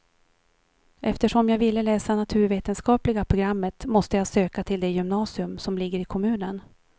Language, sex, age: Swedish, female, 43